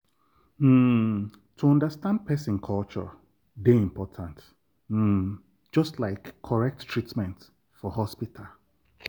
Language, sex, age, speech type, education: Nigerian Pidgin, male, 30-45, spontaneous, tertiary